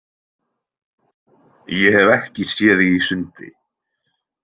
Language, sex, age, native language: Icelandic, male, 20-29, Icelandic